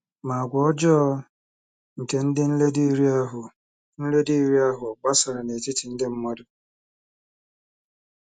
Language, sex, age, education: Igbo, male, 30-45, tertiary